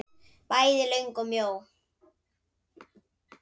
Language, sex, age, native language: Icelandic, female, 9, Icelandic